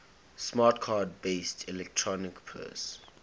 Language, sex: English, male